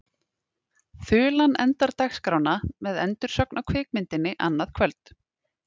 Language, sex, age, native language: Icelandic, female, 30-39, Icelandic